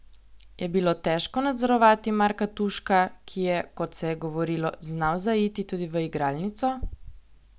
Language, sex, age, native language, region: Slovenian, female, 18-29, Slovenian, Coastal Karst region